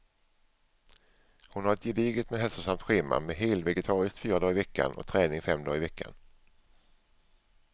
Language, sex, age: Swedish, male, 47